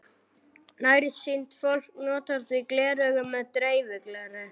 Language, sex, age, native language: Icelandic, male, 11, Icelandic